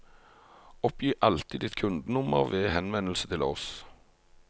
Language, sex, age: Norwegian, male, 45